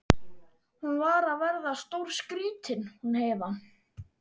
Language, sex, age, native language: Icelandic, male, 12, Icelandic